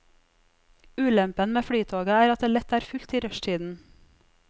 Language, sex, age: Norwegian, female, 34